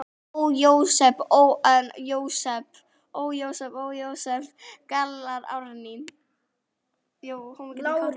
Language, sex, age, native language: Icelandic, female, 10, Icelandic